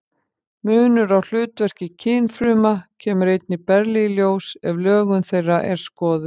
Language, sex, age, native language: Icelandic, female, 50-59, Icelandic